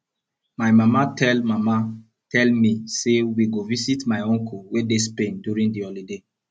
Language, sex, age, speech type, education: Nigerian Pidgin, male, 15-29, spontaneous, tertiary